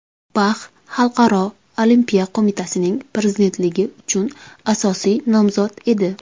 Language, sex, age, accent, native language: Uzbek, female, 19-29, Samarqand, Uzbek